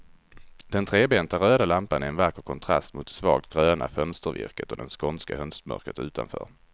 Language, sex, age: Swedish, male, 34